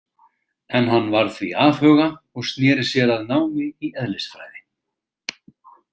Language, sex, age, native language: Icelandic, male, 40-49, Icelandic